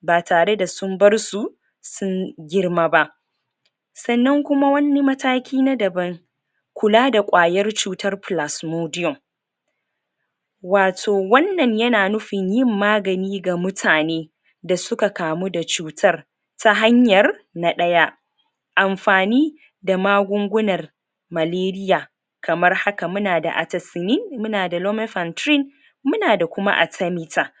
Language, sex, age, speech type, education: Hausa, female, 30-45, spontaneous, tertiary